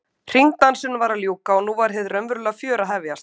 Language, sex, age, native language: Icelandic, female, 50-59, Icelandic